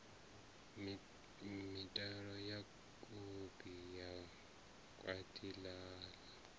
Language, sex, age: Venda, male, 34